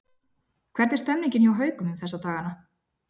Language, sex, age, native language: Icelandic, female, 40-49, Icelandic